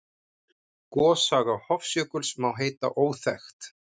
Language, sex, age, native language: Icelandic, male, 50-59, Icelandic